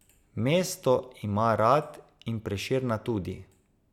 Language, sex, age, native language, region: Slovenian, male, 30-49, Slovenian, Savinja region